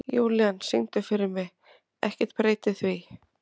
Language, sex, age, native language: Icelandic, female, 30-39, Icelandic